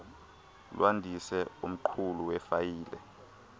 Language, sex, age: Xhosa, male, 23